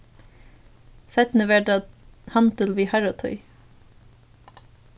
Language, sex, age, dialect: Faroese, female, 15-35, Suðurstreymoy